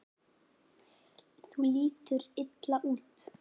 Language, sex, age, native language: Icelandic, male, 9, Icelandic